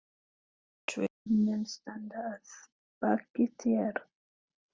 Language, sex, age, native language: Icelandic, female, 30-39, Filipino